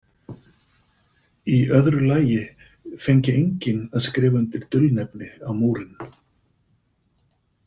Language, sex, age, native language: Icelandic, male, 50-59, Icelandic